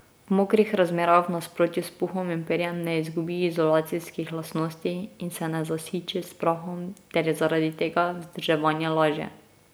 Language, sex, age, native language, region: Slovenian, female, 18-29, Slovenian, Drava region